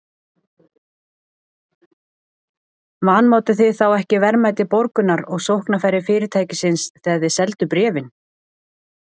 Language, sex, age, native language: Icelandic, female, 30-39, Icelandic